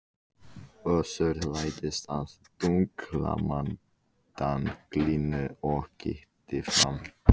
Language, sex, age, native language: Icelandic, female, 14, Icelandic